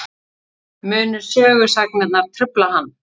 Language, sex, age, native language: Icelandic, female, 40-49, Icelandic